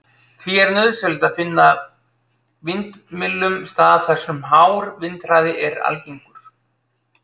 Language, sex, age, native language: Icelandic, male, 30-39, Icelandic